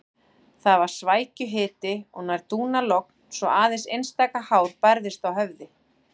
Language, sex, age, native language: Icelandic, female, 40-49, Icelandic